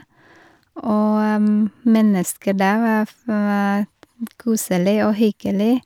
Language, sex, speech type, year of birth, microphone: Norwegian, female, spontaneous, 1973, Shure